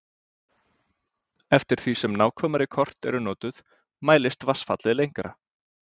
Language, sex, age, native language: Icelandic, male, 20-29, Icelandic